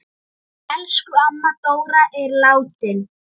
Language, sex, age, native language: Icelandic, female, 7, Icelandic